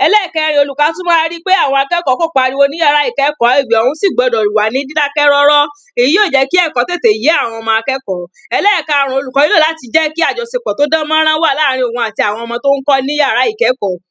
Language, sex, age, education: Yoruba, female, 30-45, primary